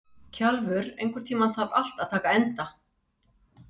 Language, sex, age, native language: Icelandic, female, 60-69, Icelandic